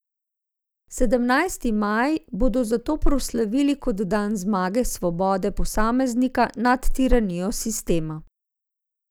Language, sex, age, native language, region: Slovenian, female, 50-59, Slovenian, Zasavska region